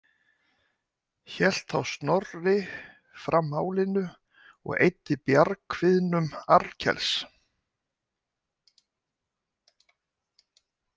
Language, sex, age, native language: Icelandic, male, 60-69, Icelandic